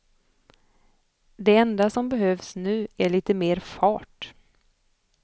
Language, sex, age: Swedish, female, 25